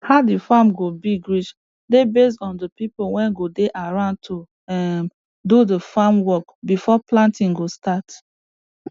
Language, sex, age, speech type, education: Nigerian Pidgin, female, 30-45, spontaneous, tertiary